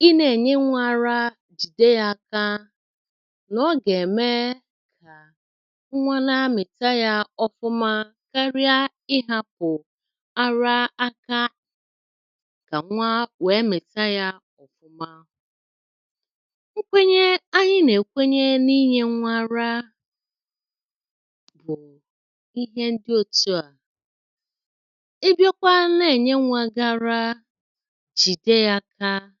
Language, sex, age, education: Igbo, female, 30-45, secondary